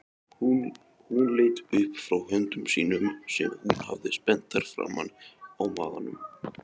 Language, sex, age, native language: Icelandic, male, 20-29, Icelandic